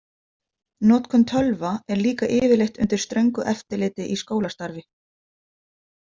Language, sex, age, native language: Icelandic, female, 50-59, Icelandic